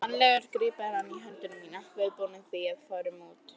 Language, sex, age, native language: Icelandic, female, 30-39, Icelandic